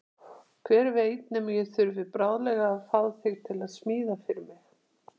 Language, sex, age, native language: Icelandic, female, 60-69, Icelandic